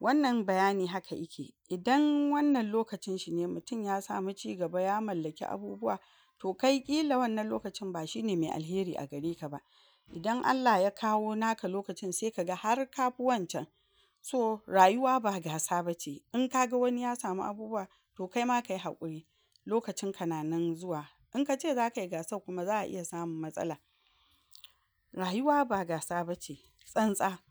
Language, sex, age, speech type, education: Hausa, female, 46-60, spontaneous, tertiary